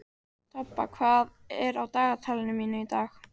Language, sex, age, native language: Icelandic, female, 18-19, Icelandic